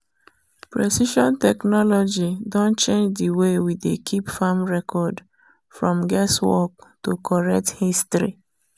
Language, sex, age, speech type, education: Nigerian Pidgin, female, 30-45, spontaneous, tertiary